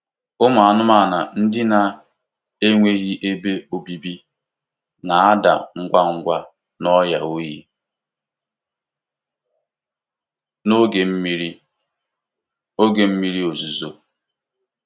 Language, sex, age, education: Igbo, male, 15-29, tertiary